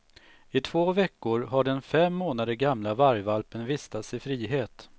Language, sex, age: Swedish, male, 45